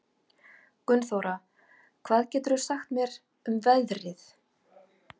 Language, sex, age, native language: Icelandic, female, 50-59, Icelandic